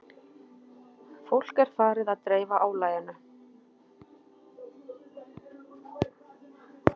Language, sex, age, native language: Icelandic, female, 30-39, Icelandic